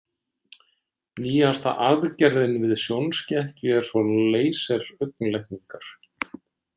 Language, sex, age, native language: Icelandic, male, 60-69, Icelandic